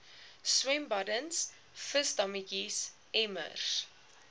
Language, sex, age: Afrikaans, female, 21